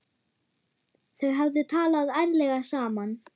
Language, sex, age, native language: Icelandic, female, 9, German